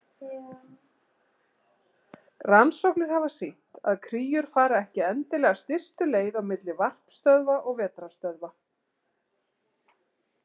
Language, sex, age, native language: Icelandic, female, 40-49, Icelandic